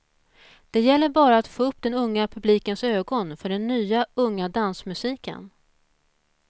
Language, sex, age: Swedish, female, 41